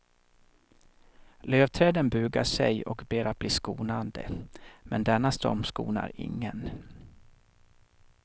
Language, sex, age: Swedish, male, 37